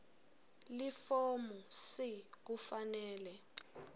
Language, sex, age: Swati, female, 21